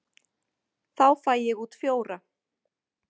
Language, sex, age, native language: Icelandic, female, 40-49, Icelandic